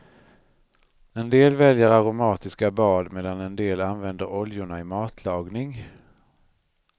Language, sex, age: Swedish, male, 39